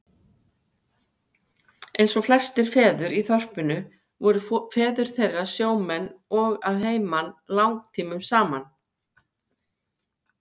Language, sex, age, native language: Icelandic, female, 50-59, Icelandic